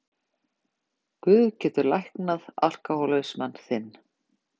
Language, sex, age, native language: Icelandic, female, 50-59, Icelandic